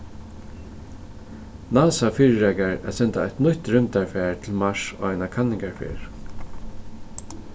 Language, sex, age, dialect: Faroese, male, 36-60, Suðurstreymoy